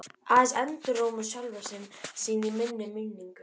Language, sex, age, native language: Icelandic, female, 12, Icelandic